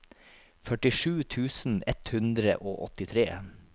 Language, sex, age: Norwegian, male, 43